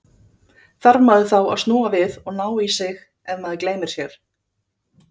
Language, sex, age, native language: Icelandic, female, 30-39, Icelandic